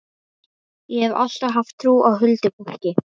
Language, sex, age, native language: Icelandic, female, 11, Icelandic